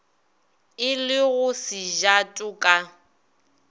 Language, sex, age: Northern Sotho, female, 22